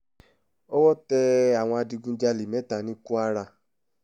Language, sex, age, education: Yoruba, male, 15-29, tertiary